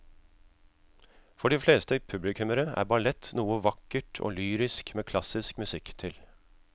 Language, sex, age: Norwegian, male, 36